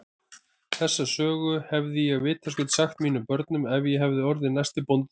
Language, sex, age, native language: Icelandic, male, 30-39, Icelandic